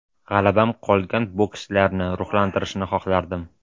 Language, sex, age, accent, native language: Uzbek, male, 18-24, Toshkent shahri, Uzbek